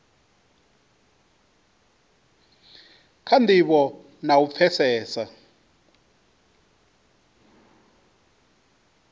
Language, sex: Venda, male